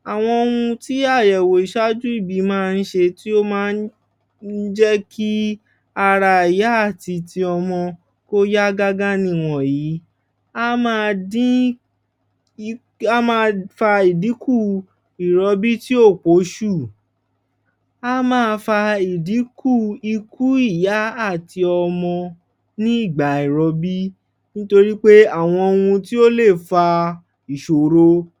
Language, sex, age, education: Yoruba, male, 15-29, tertiary